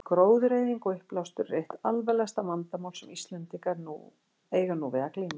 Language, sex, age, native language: Icelandic, female, 60-69, Icelandic